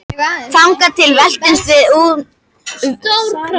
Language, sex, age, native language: Icelandic, female, 50-59, Icelandic